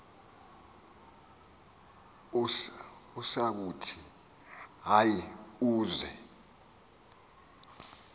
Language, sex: Xhosa, male